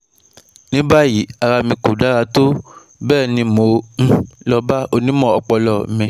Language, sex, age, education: Yoruba, male, 15-29, tertiary